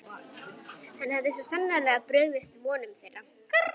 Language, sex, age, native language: Icelandic, female, 11, Icelandic